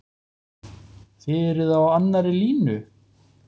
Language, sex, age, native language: Icelandic, male, 40-49, Icelandic